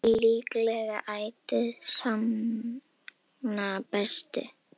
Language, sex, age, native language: Icelandic, female, 18-19, Icelandic